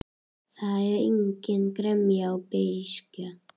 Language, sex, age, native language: Icelandic, female, 11, Icelandic